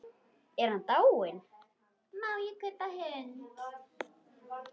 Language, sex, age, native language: Icelandic, female, 10, Icelandic